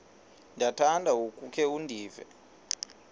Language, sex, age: Xhosa, male, 38